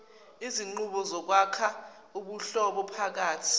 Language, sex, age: Zulu, female, 19